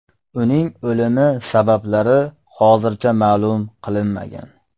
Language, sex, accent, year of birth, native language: Uzbek, male, Farg'ona, 1995, Uzbek